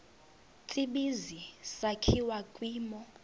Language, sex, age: Xhosa, female, 22